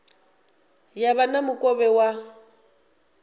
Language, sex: Venda, female